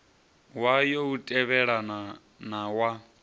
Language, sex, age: Venda, male, 30